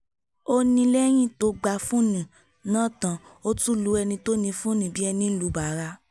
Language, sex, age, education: Yoruba, female, 15-29, tertiary